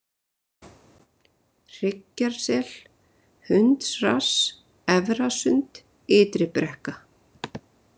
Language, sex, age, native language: Icelandic, female, 30-39, Icelandic